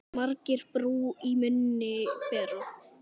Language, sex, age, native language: Icelandic, male, 10, Icelandic